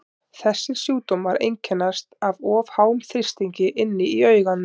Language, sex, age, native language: Icelandic, female, 30-39, Icelandic